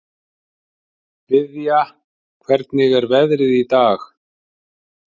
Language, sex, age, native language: Icelandic, male, 50-59, Icelandic